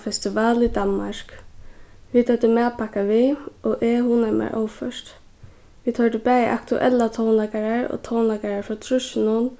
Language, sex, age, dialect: Faroese, female, 15-35, Suðurstreymoy